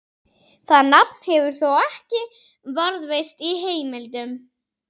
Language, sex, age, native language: Icelandic, female, 40-49, Icelandic